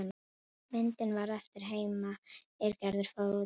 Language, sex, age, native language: Icelandic, female, 11, Icelandic